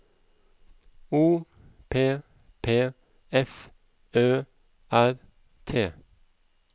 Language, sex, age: Norwegian, male, 37